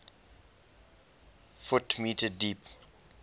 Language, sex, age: English, male, 20